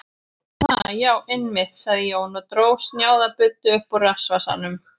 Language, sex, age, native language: Icelandic, female, 40-49, Icelandic